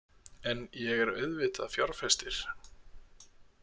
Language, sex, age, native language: Icelandic, male, 30-39, Icelandic